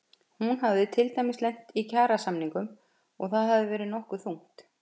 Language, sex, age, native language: Icelandic, female, 50-59, Icelandic